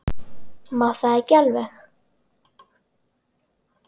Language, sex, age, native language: Icelandic, female, 10, Icelandic